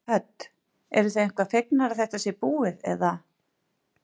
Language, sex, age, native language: Icelandic, female, 40-49, Icelandic